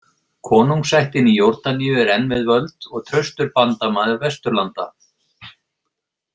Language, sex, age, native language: Icelandic, male, 50-59, Icelandic